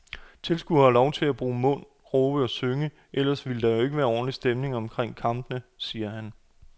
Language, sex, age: Danish, male, 28